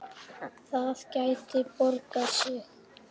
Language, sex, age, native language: Icelandic, male, 8, Icelandic